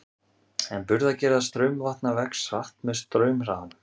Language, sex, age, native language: Icelandic, male, 30-39, Icelandic